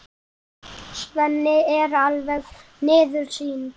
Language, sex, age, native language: Icelandic, male, 7, Icelandic